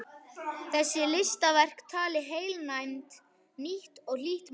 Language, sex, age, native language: Icelandic, male, 11, Icelandic